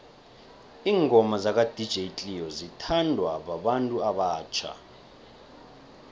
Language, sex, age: South Ndebele, male, 23